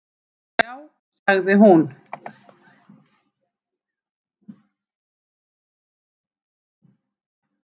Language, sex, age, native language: Icelandic, female, 7, Icelandic